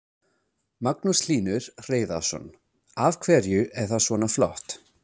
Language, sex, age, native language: Icelandic, male, 30-39, English